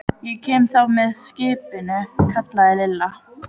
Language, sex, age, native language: Icelandic, female, 12, Icelandic